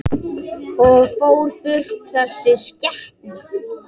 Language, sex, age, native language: Icelandic, female, 8, Icelandic